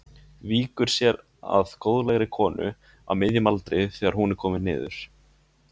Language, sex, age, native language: Icelandic, male, 20-29, Icelandic